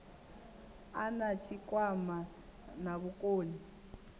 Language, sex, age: Venda, female, 19